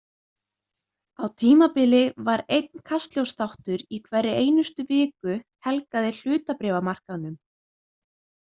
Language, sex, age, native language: Icelandic, female, 20-29, Icelandic